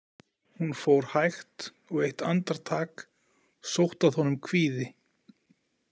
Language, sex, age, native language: Icelandic, male, 40-49, Icelandic